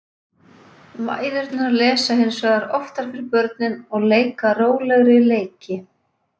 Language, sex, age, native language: Icelandic, female, 40-49, Icelandic